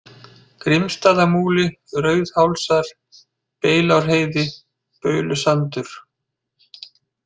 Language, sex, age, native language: Icelandic, male, 60-69, Icelandic